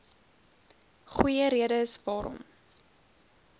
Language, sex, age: Afrikaans, female, 20